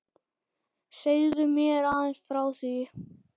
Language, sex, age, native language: Icelandic, male, 10, Icelandic